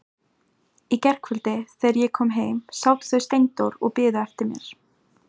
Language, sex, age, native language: Icelandic, female, 18-19, Icelandic